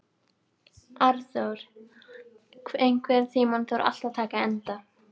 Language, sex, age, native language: Icelandic, female, 12, Icelandic